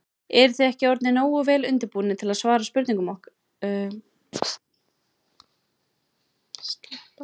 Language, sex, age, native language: Icelandic, female, 20-29, Icelandic